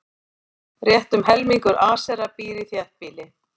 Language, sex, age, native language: Icelandic, female, 40-49, Icelandic